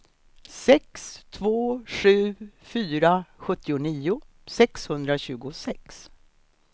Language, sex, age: Swedish, female, 63